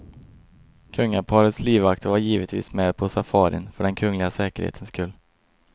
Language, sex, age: Swedish, male, 22